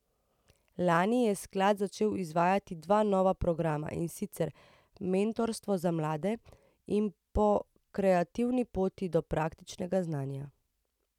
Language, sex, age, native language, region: Slovenian, female, 30-49, Slovenian, Central Slovenia